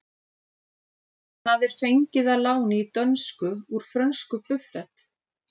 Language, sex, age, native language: Icelandic, female, 30-39, Icelandic